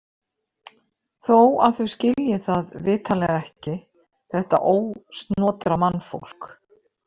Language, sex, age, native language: Icelandic, female, 50-59, Icelandic